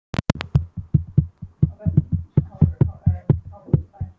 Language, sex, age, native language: Icelandic, male, 30-39, Swedish